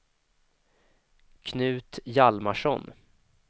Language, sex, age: Swedish, male, 25